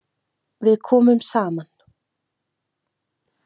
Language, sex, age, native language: Icelandic, female, 30-39, Icelandic